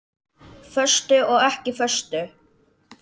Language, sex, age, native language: Icelandic, male, 10, Icelandic